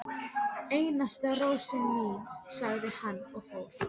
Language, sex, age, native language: Icelandic, female, 12, Icelandic